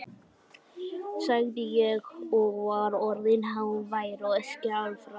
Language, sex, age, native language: Icelandic, male, 11, Icelandic